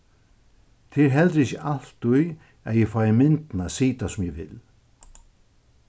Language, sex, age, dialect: Faroese, male, 61+, Suðuroy